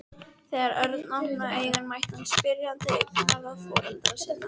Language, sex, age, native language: Icelandic, female, 13, Icelandic